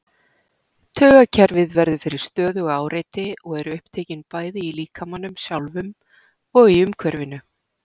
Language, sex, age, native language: Icelandic, female, 40-49, Icelandic